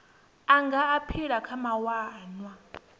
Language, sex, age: Venda, female, 22